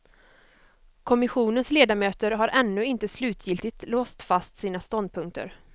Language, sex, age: Swedish, female, 25